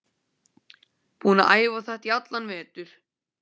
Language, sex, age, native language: Icelandic, male, 15, Icelandic